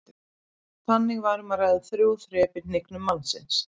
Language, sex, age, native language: Icelandic, female, 30-39, Icelandic